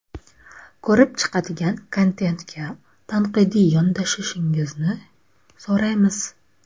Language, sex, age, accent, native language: Uzbek, female, 25-34, Buxoro, Uzbek